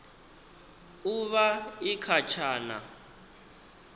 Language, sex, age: Venda, male, 19